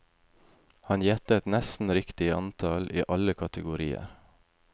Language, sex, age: Norwegian, male, 28